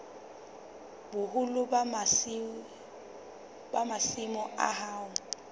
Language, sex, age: Southern Sotho, female, 23